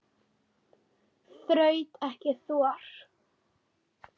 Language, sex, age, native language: Icelandic, female, 9, Icelandic